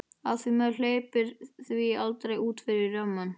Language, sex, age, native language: Icelandic, male, 12, Icelandic